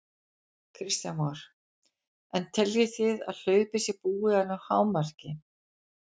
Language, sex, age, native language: Icelandic, female, 40-49, Icelandic